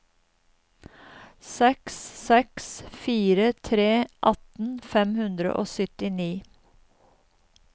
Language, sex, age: Norwegian, female, 52